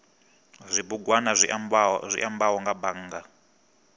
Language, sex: Venda, male